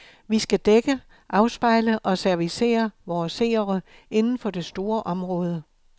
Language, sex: Danish, male